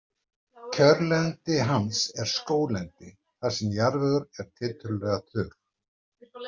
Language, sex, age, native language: Icelandic, male, 60-69, Icelandic